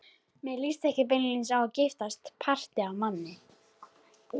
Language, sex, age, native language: Icelandic, female, 13, Icelandic